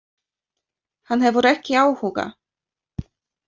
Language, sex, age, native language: Icelandic, female, 30-39, Polish